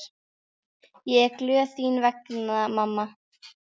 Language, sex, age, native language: Icelandic, female, 12, Icelandic